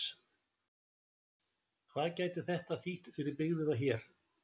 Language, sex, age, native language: Icelandic, male, 60-69, Icelandic